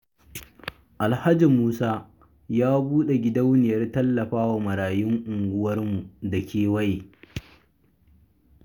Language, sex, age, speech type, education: Hausa, male, 30-45, read, secondary